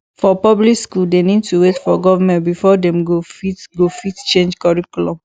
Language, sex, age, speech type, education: Nigerian Pidgin, female, 15-29, spontaneous, tertiary